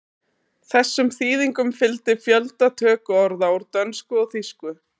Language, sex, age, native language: Icelandic, female, 30-39, Icelandic